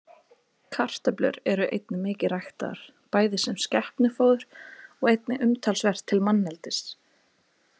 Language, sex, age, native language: Icelandic, female, 20-29, Icelandic